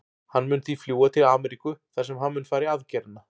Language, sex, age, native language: Icelandic, male, 40-49, Icelandic